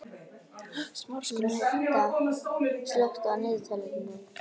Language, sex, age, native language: Icelandic, female, 11, Icelandic